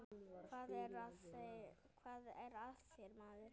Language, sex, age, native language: Icelandic, male, 9, Icelandic